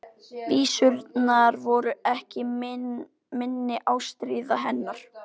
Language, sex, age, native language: Icelandic, male, 12, Icelandic